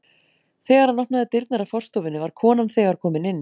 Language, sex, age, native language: Icelandic, female, 40-49, Icelandic